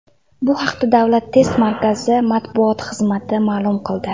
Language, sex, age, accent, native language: Uzbek, female, 18-24, Andijon, Uzbek